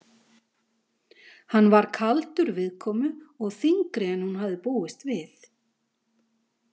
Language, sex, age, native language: Icelandic, female, 50-59, Icelandic